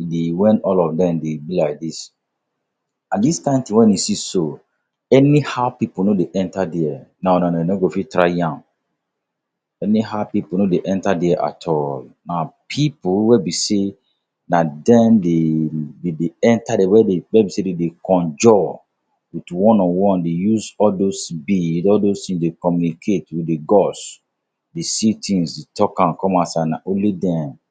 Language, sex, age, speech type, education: Nigerian Pidgin, male, 46-60, spontaneous, tertiary